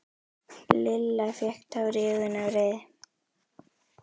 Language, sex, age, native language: Icelandic, other, 11, Icelandic